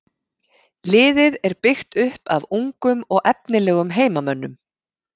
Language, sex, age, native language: Icelandic, female, 50-59, Icelandic